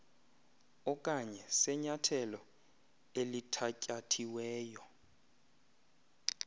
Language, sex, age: Xhosa, male, 20